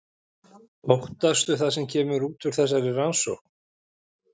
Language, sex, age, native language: Icelandic, male, 50-59, Icelandic